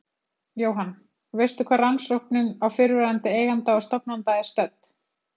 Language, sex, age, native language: Icelandic, female, 30-39, Icelandic